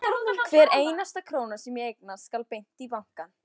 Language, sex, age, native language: Icelandic, female, 14, Icelandic